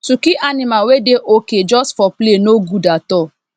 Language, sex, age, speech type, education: Nigerian Pidgin, female, 30-45, spontaneous, tertiary